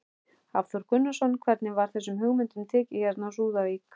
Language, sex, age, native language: Icelandic, male, 11, Icelandic